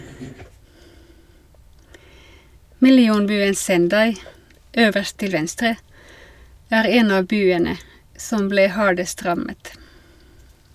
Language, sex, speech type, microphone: Norwegian, female, read, Shure